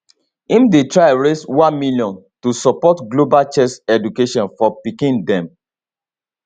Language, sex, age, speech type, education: Nigerian Pidgin, male, 30-45, spontaneous, tertiary